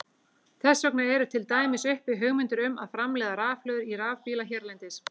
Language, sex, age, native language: Icelandic, female, 18-19, Icelandic